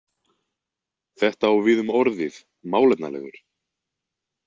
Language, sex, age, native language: Icelandic, male, 20-29, Icelandic